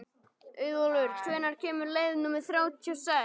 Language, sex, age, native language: Icelandic, male, 12, Icelandic